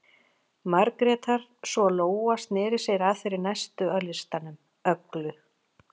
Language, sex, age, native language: Icelandic, female, 40-49, Icelandic